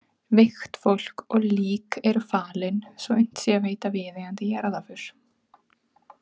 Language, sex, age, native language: Icelandic, female, 30-39, Icelandic